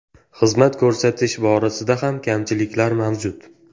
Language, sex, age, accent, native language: Uzbek, male, 18-24, Toshkent viloyati, Uzbek